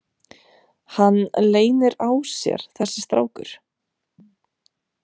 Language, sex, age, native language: Icelandic, female, 30-39, Romanian